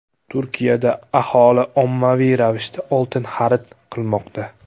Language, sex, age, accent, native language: Uzbek, male, 18-24, Andijon, Uzbek